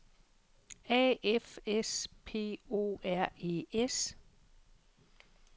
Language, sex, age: Danish, female, 48